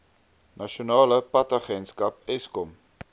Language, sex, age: Afrikaans, male, 22